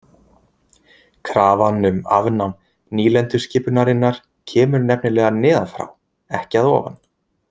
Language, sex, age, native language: Icelandic, male, 20-29, Icelandic